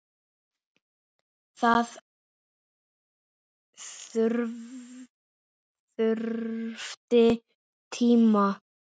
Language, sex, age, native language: Icelandic, male, 7, Icelandic